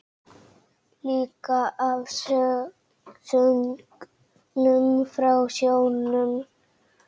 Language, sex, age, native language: Icelandic, female, 7, Icelandic